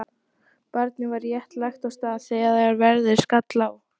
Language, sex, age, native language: Icelandic, female, 12, Icelandic